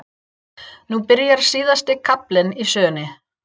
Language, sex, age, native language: Icelandic, female, 30-39, English